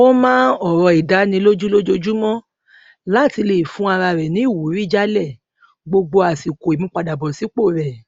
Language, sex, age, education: Yoruba, female, 30-45, tertiary